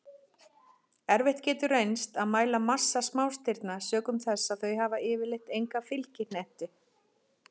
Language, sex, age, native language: Icelandic, female, 40-49, Icelandic